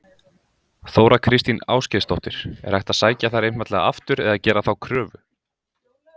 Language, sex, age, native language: Icelandic, male, 20-29, Icelandic